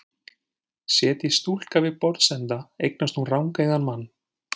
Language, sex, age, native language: Icelandic, male, 40-49, Icelandic